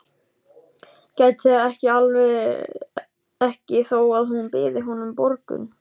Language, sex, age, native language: Icelandic, male, 14, Icelandic